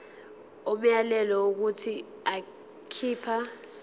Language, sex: Zulu, female